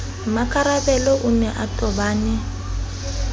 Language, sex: Southern Sotho, female